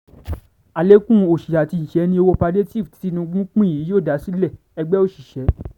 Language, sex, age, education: Yoruba, male, 15-29, secondary